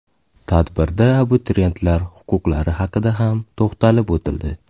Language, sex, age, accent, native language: Uzbek, male, 18-24, Toshkent shahri, Uzbek